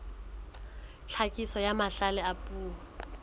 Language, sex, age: Southern Sotho, female, 20